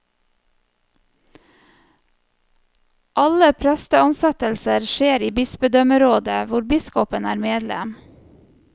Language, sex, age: Norwegian, female, 34